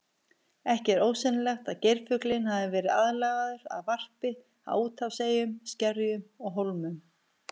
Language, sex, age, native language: Icelandic, female, 50-59, Icelandic